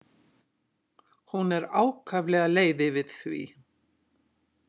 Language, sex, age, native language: Icelandic, female, 60-69, Icelandic